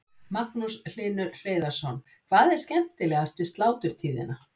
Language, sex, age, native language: Icelandic, female, 60-69, Icelandic